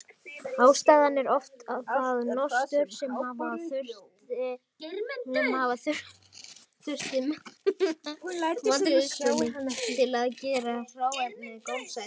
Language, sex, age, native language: Icelandic, female, 18-19, Icelandic